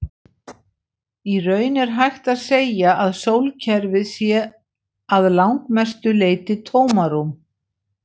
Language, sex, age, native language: Icelandic, female, 60-69, Icelandic